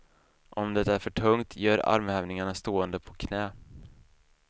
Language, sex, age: Swedish, male, 28